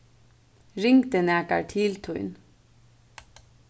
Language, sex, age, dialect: Faroese, female, 15-35, Suðurstreymoy